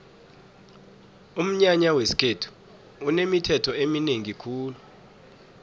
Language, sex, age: South Ndebele, male, 19